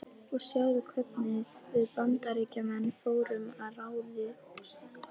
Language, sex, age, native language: Icelandic, female, 11, Icelandic